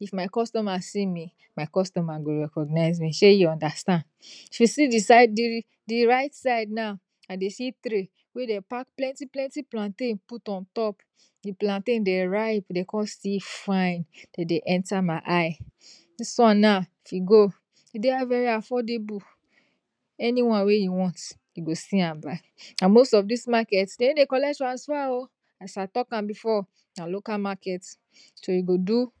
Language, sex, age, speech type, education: Nigerian Pidgin, female, 60+, spontaneous, tertiary